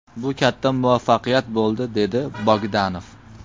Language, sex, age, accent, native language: Uzbek, male, 25-34, Farg'ona, Uzbek